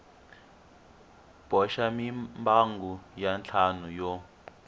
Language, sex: Tsonga, male